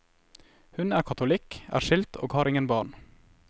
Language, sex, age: Norwegian, male, 21